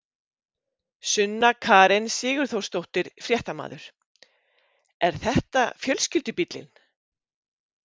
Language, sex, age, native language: Icelandic, female, 50-59, Icelandic